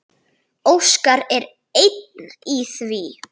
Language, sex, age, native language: Icelandic, female, 9, Icelandic